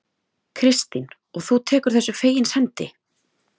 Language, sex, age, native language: Icelandic, female, 30-39, Icelandic